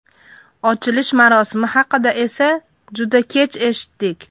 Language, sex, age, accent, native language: Uzbek, male, 12-17, Farg'ona, Uzbek